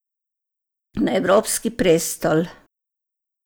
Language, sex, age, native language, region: Slovenian, female, 60+, Croatian, Savinja region